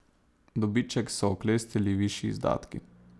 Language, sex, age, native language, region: Slovenian, male, 18-29, Slovenian, Savinja region